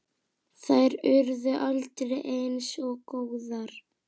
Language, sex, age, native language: Icelandic, female, 8, Icelandic